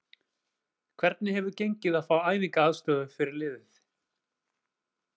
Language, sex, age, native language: Icelandic, male, 40-49, Icelandic